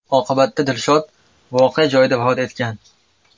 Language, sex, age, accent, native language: Uzbek, male, 18-24, Andijon, Uzbek